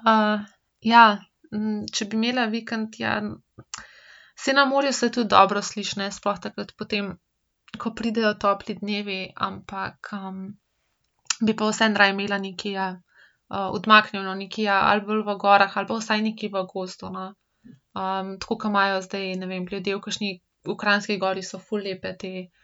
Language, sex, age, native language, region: Slovenian, female, 18-29, Slovenian, Central Slovenia